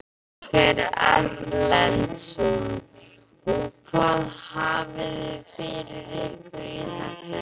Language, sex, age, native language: Icelandic, male, 12, Icelandic